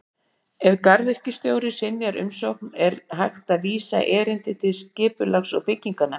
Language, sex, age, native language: Icelandic, female, 60-69, Icelandic